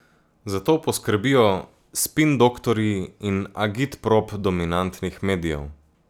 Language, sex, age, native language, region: Slovenian, male, 18-29, Slovenian, Gorica region